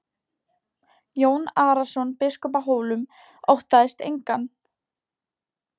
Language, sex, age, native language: Icelandic, female, 18-19, Polish